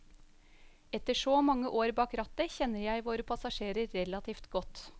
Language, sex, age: Norwegian, female, 35